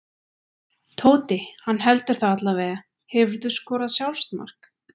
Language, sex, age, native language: Icelandic, female, 20-29, Icelandic